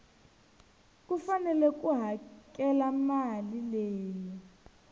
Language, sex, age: Tsonga, female, 19